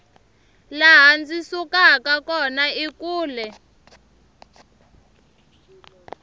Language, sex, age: Tsonga, female, 23